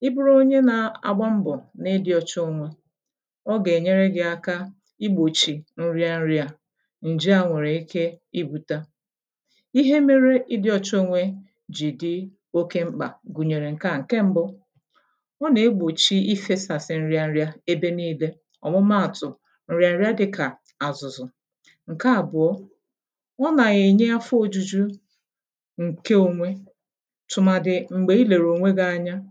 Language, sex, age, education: Igbo, female, 30-45, tertiary